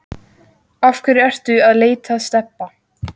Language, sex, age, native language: Icelandic, female, 14, Icelandic